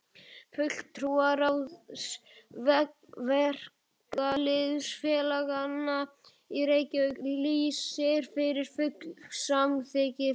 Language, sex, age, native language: Icelandic, male, 11, Icelandic